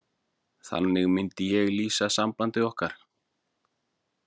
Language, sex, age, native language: Icelandic, male, 40-49, Icelandic